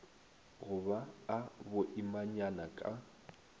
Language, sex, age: Northern Sotho, male, 19